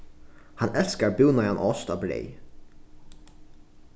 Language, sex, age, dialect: Faroese, male, 15-35, Norðuroyggjar